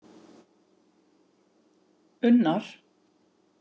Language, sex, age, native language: Icelandic, female, 50-59, Icelandic